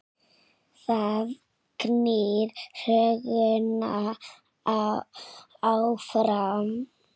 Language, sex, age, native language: Icelandic, female, 6, Icelandic